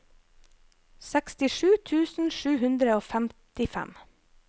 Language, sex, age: Norwegian, female, 25